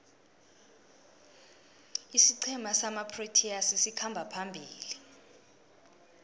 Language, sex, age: South Ndebele, female, 19